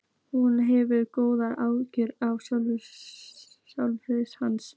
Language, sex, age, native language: Icelandic, female, 15, Icelandic